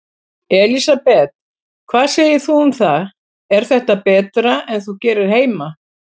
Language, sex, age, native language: Icelandic, female, 70-79, Icelandic